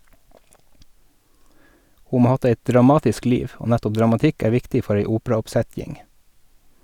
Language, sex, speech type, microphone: Norwegian, male, read, Sennheiser